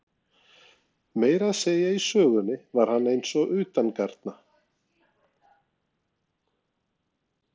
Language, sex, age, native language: Icelandic, male, 40-49, Norwegian